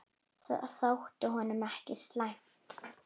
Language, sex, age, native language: Icelandic, female, 9, Icelandic